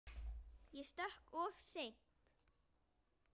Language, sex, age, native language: Icelandic, female, 9, Icelandic